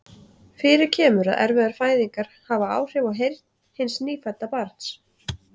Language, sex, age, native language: Icelandic, female, 30-39, Icelandic